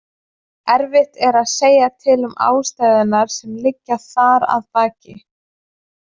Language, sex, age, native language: Icelandic, female, 20-29, Icelandic